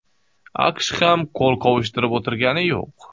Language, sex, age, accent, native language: Uzbek, male, 25-34, Xorazm, Uzbek